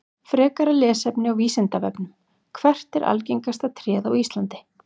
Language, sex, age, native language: Icelandic, female, 40-49, Icelandic